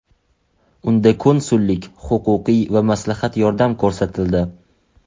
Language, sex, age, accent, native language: Uzbek, male, 18-24, Toshkent shahri, Uzbek